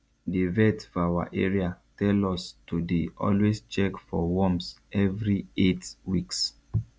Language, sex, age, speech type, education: Nigerian Pidgin, male, 15-29, spontaneous, tertiary